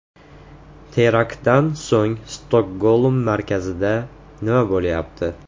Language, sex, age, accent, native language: Uzbek, male, 18-24, Andijon, Uzbek